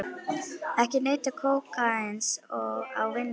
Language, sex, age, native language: Icelandic, female, 50-59, Icelandic